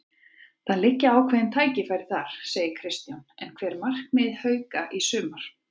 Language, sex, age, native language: Icelandic, female, 30-39, Icelandic